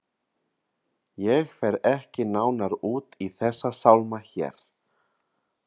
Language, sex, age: Icelandic, male, 30-39